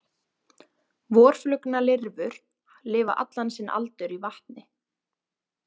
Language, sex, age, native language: Icelandic, female, 20-29, Icelandic